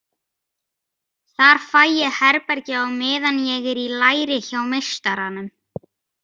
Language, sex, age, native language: Icelandic, female, 50-59, Icelandic